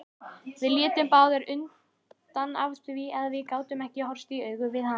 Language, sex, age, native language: Icelandic, female, 18-19, Icelandic